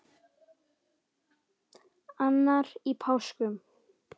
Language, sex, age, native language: Icelandic, female, 10, Icelandic